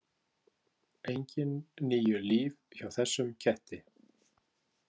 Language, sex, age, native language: Icelandic, male, 50-59, Icelandic